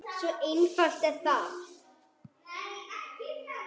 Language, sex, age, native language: Icelandic, female, 9, Icelandic